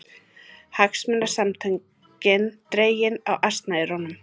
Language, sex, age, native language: Icelandic, female, 30-39, Icelandic